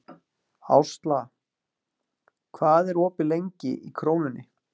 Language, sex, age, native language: Icelandic, male, 40-49, Icelandic